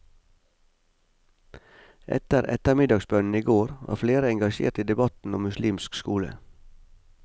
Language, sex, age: Norwegian, male, 45